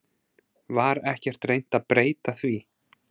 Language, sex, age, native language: Icelandic, male, 30-39, Icelandic